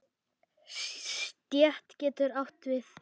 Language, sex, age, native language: Icelandic, male, 8, Icelandic